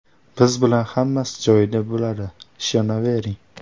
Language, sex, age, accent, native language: Uzbek, male, 18-24, Toshkent viloyati, Uzbek